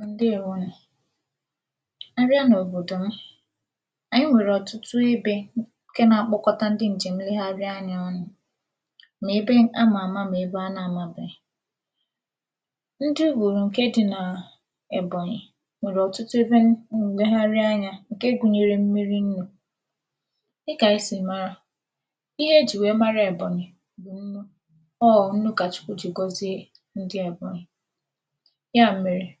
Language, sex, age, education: Igbo, female, 15-29, tertiary